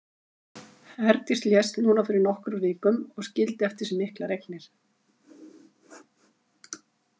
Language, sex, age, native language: Icelandic, female, 50-59, Icelandic